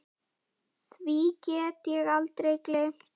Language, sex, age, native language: Icelandic, female, 10, Icelandic